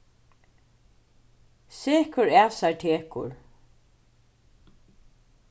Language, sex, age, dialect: Faroese, female, 36-60, Suðurstreymoy